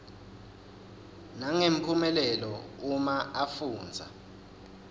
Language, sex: Swati, male